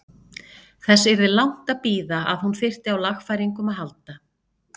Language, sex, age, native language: Icelandic, female, 50-59, Icelandic